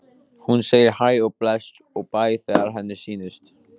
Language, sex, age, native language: Icelandic, male, 14, Icelandic